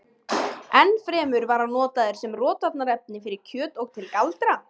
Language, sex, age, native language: Icelandic, male, 50-59, Icelandic